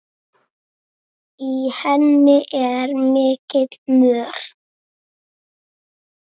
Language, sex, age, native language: Icelandic, female, 7, Icelandic